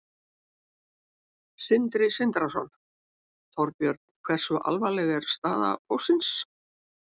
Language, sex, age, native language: Icelandic, female, 70-79, Icelandic